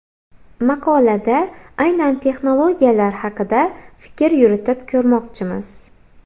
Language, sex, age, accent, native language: Uzbek, female, 18-24, Xorazm, Uzbek